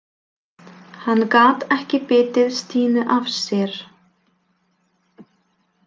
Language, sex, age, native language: Icelandic, female, 20-29, Polish